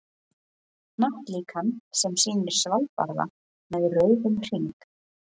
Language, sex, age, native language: Icelandic, female, 20-29, Icelandic